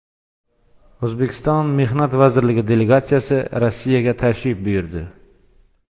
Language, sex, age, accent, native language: Uzbek, male, 35+, Xorazm, Uzbek